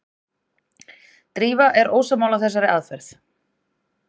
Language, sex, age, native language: Icelandic, female, 30-39, Icelandic